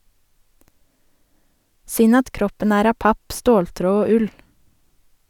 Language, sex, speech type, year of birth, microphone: Norwegian, female, read, 1987, Sennheiser